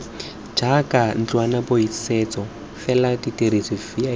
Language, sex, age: Tswana, male, 21